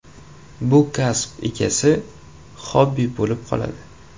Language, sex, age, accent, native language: Uzbek, male, 18-24, Jizzax, Uzbek